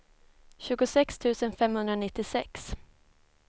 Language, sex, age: Swedish, female, 24